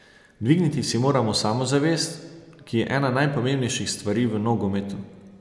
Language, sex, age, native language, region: Slovenian, male, 30-49, Slovenian, Savinja region